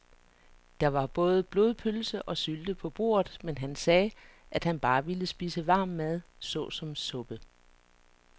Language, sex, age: Danish, female, 49